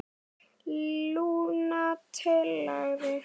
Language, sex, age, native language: Icelandic, male, 9, Icelandic